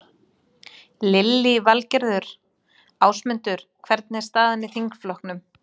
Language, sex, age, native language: Icelandic, female, 30-39, Icelandic